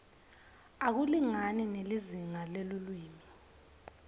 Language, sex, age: Swati, female, 21